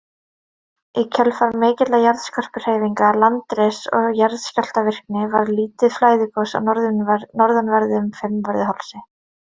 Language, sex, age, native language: Icelandic, female, 30-39, Icelandic